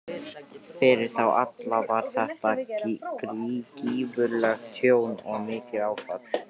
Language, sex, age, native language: Icelandic, male, 13, Icelandic